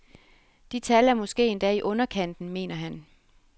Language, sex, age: Danish, female, 33